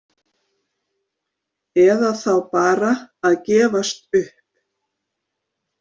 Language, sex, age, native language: Icelandic, female, 50-59, Icelandic